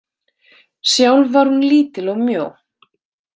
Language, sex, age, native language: Icelandic, female, 30-39, Icelandic